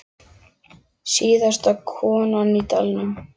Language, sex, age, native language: Icelandic, male, 10, Icelandic